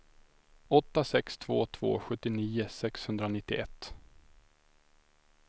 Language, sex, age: Swedish, male, 25